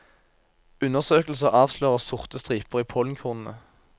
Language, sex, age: Norwegian, male, 24